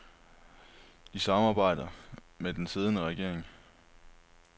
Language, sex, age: Danish, male, 23